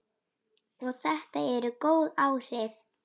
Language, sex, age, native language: Icelandic, female, 9, Icelandic